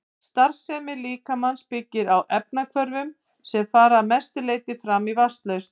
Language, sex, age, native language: Icelandic, female, 50-59, Icelandic